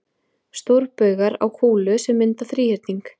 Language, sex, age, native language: Icelandic, female, 20-29, Icelandic